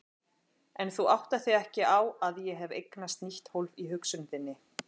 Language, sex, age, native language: Icelandic, female, 40-49, Icelandic